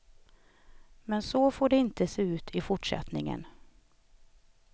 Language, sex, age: Swedish, female, 38